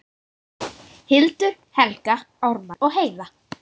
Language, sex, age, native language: Icelandic, female, 9, Icelandic